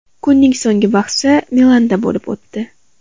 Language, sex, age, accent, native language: Uzbek, female, 18-24, Farg'ona, Uzbek